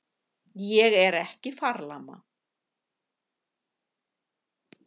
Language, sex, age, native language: Icelandic, female, 50-59, Icelandic